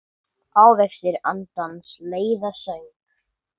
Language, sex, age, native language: Icelandic, male, 9, English